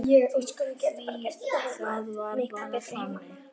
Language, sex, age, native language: Icelandic, female, 8, Icelandic